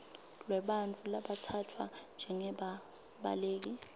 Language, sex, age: Swati, female, 25